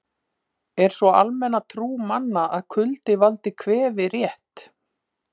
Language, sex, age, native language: Icelandic, female, 50-59, Icelandic